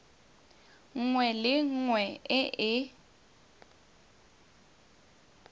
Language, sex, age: Tswana, female, 18